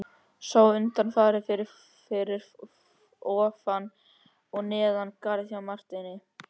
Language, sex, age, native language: Icelandic, male, 13, Icelandic